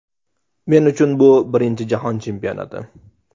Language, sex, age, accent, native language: Uzbek, male, 18-24, Namangan, Uzbek